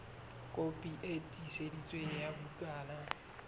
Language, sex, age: Southern Sotho, male, 22